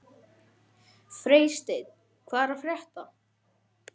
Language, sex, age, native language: Icelandic, male, 12, Icelandic